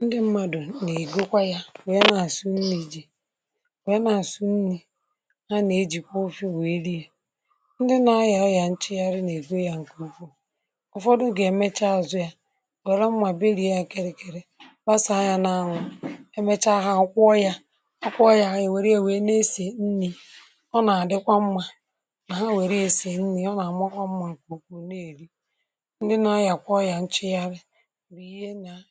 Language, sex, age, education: Igbo, male, 30-45, tertiary